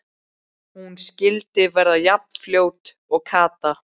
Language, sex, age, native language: Icelandic, male, 12, Icelandic